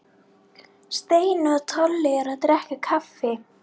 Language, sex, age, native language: Icelandic, female, 11, Icelandic